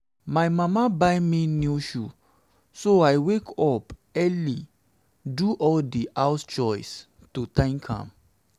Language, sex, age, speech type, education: Nigerian Pidgin, male, 30-45, spontaneous, secondary